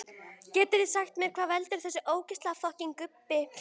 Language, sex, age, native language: Icelandic, female, 18-19, Icelandic